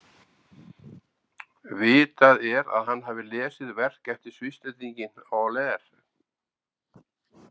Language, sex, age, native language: Icelandic, male, 70-79, Icelandic